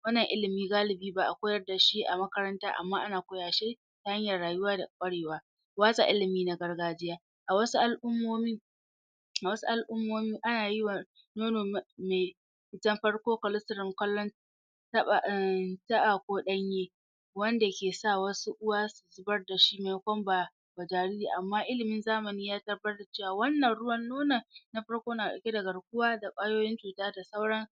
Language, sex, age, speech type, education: Hausa, female, 46-60, spontaneous, tertiary